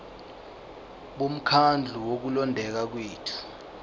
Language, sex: Zulu, male